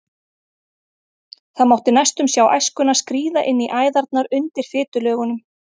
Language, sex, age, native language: Icelandic, female, 30-39, Icelandic